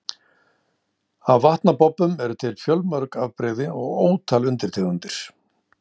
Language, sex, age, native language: Icelandic, male, 60-69, Icelandic